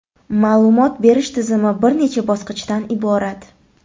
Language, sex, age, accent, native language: Uzbek, female, 25-34, Toshkent shahri, Uzbek